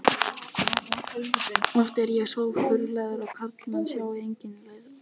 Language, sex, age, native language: Icelandic, male, 18-19, Icelandic